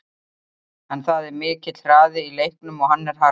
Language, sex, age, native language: Icelandic, female, 30-39, Icelandic